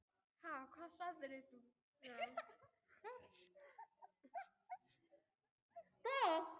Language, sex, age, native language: Icelandic, female, 18-19, Icelandic